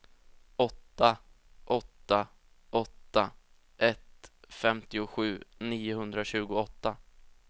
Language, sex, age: Swedish, male, 20